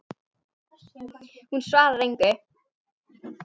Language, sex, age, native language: Icelandic, female, 8, Icelandic